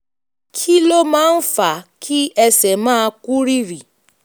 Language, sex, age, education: Yoruba, female, 15-29, tertiary